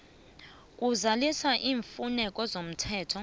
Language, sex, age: South Ndebele, female, 22